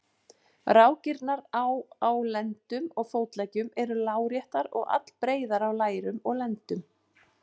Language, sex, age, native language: Icelandic, female, 40-49, Icelandic